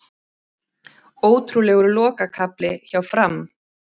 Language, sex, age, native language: Icelandic, female, 30-39, Icelandic